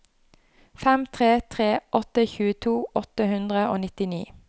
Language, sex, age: Norwegian, female, 29